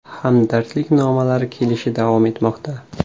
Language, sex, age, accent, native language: Uzbek, male, 18-24, Qashqadaryo, Uzbek